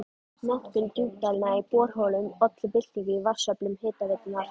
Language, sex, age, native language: Icelandic, female, 13, Icelandic